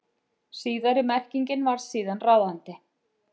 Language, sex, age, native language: Icelandic, female, 50-59, Icelandic